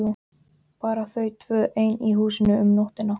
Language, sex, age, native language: Icelandic, male, 12, Icelandic